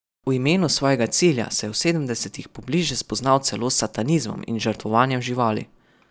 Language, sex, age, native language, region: Slovenian, male, 12-17, Slovenian, Savinja region